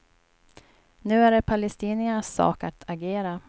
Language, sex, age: Swedish, female, 29